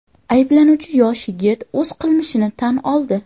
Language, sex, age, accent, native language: Uzbek, female, 18-24, Qashqadaryo, Uzbek